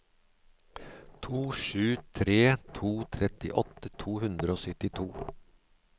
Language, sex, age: Norwegian, male, 63